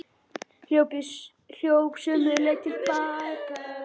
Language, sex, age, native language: Icelandic, male, 10, Icelandic